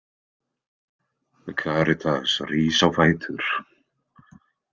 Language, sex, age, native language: Icelandic, male, 20-29, Icelandic